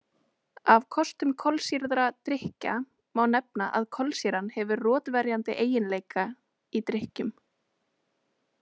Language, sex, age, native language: Icelandic, female, 20-29, Icelandic